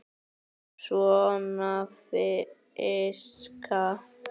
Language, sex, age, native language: Icelandic, male, 9, Icelandic